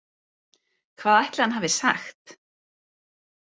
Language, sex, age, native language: Icelandic, female, 30-39, Icelandic